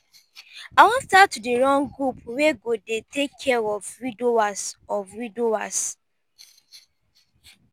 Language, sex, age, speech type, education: Nigerian Pidgin, female, 15-29, spontaneous, tertiary